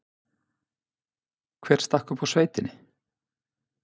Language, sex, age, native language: Icelandic, male, 50-59, Icelandic